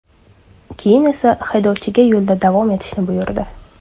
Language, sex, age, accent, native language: Uzbek, female, 25-34, Surxondaryo, Uzbek